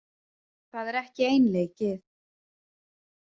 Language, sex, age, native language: Icelandic, female, 30-39, Icelandic